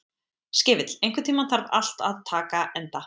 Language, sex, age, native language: Icelandic, female, 20-29, Icelandic